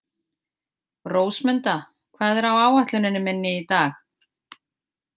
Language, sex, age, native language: Icelandic, female, 50-59, Icelandic